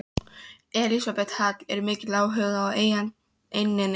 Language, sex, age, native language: Icelandic, female, 13, Polish